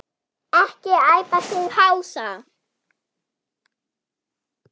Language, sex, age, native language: Icelandic, female, 9, German